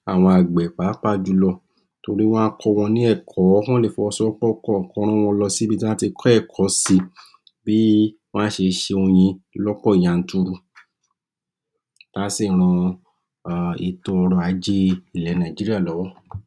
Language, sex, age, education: Yoruba, male, 46-60, tertiary